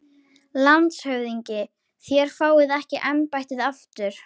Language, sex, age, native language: Icelandic, female, 13, Icelandic